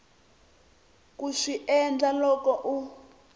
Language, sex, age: Tsonga, female, 22